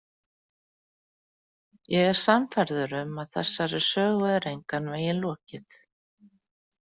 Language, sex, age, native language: Icelandic, female, 40-49, Icelandic